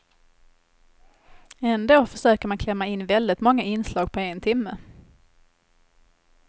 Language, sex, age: Swedish, female, 21